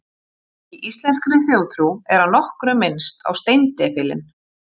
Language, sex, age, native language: Icelandic, female, 40-49, Icelandic